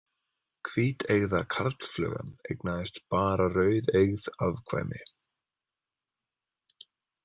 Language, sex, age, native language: Icelandic, male, 30-39, Icelandic